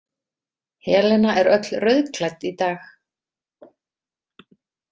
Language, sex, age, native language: Icelandic, female, 30-39, Icelandic